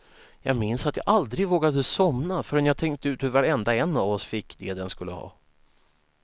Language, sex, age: Swedish, male, 19